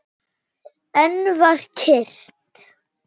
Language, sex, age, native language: Icelandic, male, 9, Icelandic